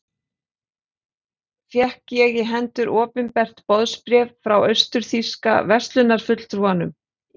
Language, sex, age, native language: Icelandic, female, 40-49, Icelandic